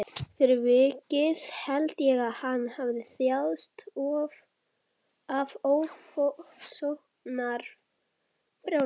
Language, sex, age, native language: Icelandic, male, 11, Icelandic